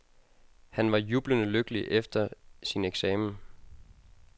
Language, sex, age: Danish, male, 22